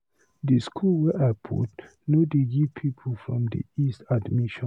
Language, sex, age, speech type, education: Nigerian Pidgin, male, 30-45, read, tertiary